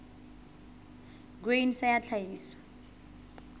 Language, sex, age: Southern Sotho, female, 21